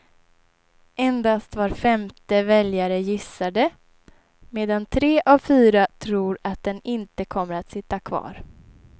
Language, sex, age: Swedish, female, 23